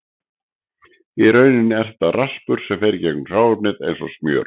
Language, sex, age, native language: Icelandic, male, 60-69, Icelandic